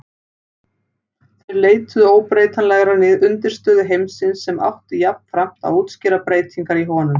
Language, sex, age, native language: Icelandic, female, 40-49, Icelandic